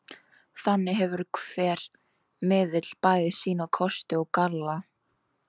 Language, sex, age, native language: Icelandic, female, 18-19, Icelandic